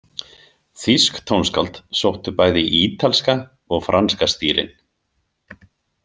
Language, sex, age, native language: Icelandic, male, 50-59, Icelandic